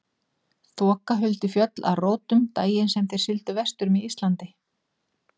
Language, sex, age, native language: Icelandic, female, 40-49, Icelandic